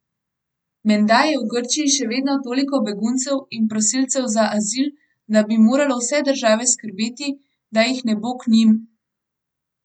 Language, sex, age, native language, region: Slovenian, female, 18-29, Slovenian, Gorenjska region